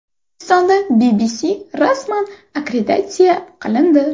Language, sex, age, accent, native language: Uzbek, female, 18-24, Buxoro, Uzbek